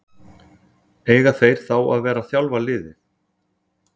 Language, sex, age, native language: Icelandic, male, 40-49, Icelandic